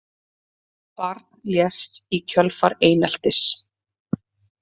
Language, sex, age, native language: Icelandic, female, 30-39, Icelandic